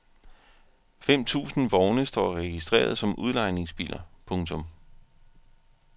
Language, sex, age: Danish, male, 41